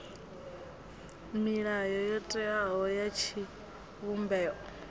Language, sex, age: Venda, female, 21